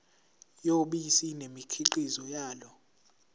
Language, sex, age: Zulu, male, 17